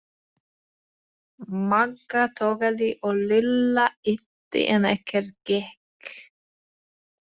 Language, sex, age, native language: Icelandic, female, 20-29, Icelandic